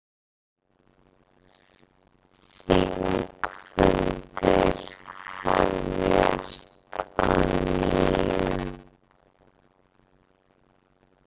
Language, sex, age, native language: Icelandic, female, 30-39, Icelandic